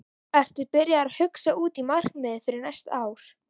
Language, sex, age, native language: Icelandic, female, 11, Icelandic